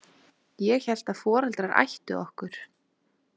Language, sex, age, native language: Icelandic, female, 20-29, Icelandic